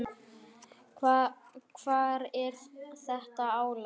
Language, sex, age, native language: Icelandic, male, 10, Icelandic